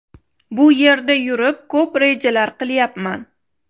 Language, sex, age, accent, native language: Uzbek, female, 25-34, Toshkent shahri, Uzbek